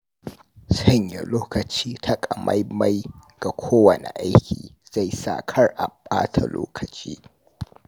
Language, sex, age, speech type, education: Hausa, male, 46-60, read, tertiary